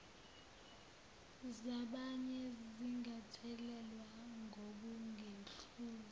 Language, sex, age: Zulu, female, 19